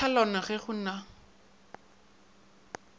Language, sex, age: Northern Sotho, male, 22